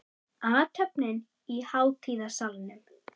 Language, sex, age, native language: Icelandic, female, 30-39, Icelandic